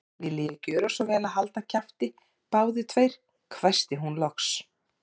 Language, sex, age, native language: Icelandic, female, 40-49, Icelandic